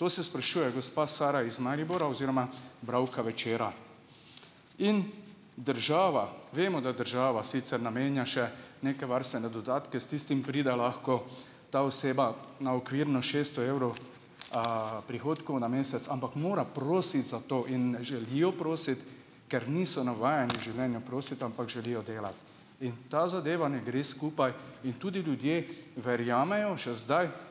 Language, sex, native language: Slovenian, male, Slovenian